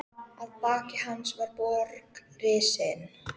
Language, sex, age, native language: Icelandic, female, 13, Icelandic